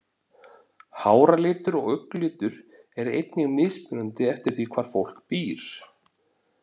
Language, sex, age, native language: Icelandic, male, 40-49, Icelandic